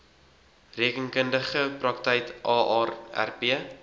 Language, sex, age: Afrikaans, male, 19